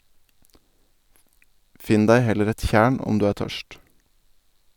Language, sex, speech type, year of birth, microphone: Norwegian, male, read, 1990, Sennheiser